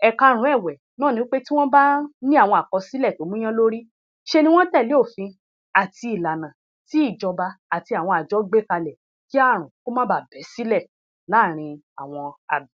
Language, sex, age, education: Yoruba, female, 30-45, tertiary